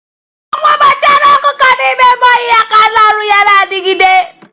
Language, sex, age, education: Igbo, female, 15-29, tertiary